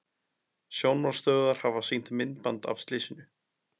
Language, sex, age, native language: Icelandic, male, 20-29, Icelandic